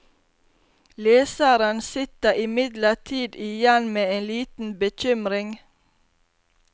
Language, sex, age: Norwegian, female, 32